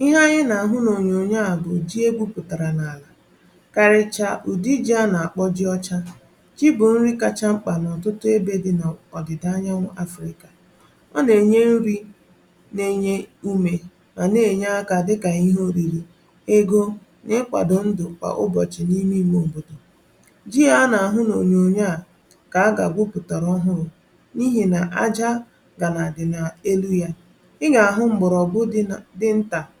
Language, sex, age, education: Igbo, female, 15-29, tertiary